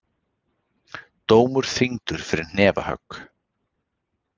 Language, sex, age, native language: Icelandic, male, 40-49, Icelandic